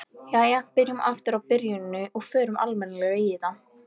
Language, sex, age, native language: Icelandic, female, 11, Icelandic